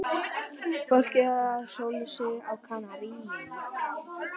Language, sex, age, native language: Icelandic, female, 11, Icelandic